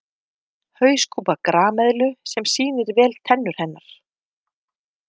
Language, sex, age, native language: Icelandic, female, 50-59, Icelandic